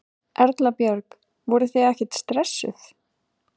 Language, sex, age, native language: Icelandic, female, 30-39, Icelandic